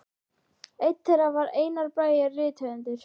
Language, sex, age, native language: Icelandic, female, 12, Icelandic